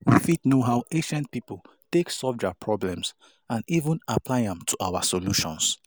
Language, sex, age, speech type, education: Nigerian Pidgin, male, 30-45, spontaneous, tertiary